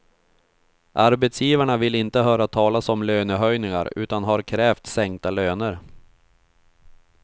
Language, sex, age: Swedish, male, 31